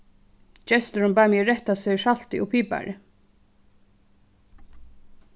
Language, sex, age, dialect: Faroese, female, 15-35, Suðuroy